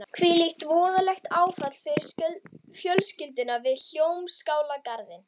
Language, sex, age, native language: Icelandic, female, 12, Icelandic